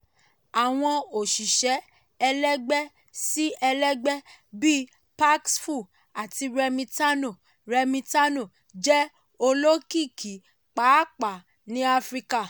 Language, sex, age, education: Yoruba, female, 30-45, tertiary